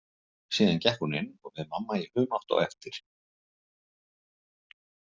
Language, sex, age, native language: Icelandic, male, 50-59, Icelandic